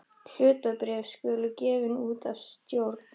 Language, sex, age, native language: Icelandic, female, 13, Icelandic